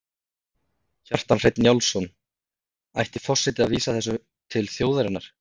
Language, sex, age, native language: Icelandic, male, 30-39, Icelandic